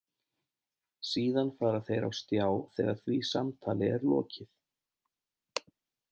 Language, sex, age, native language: Icelandic, male, 30-39, Icelandic